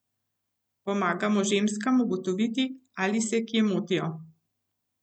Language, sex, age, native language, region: Slovenian, female, 50-59, Slovenian, Central Slovenia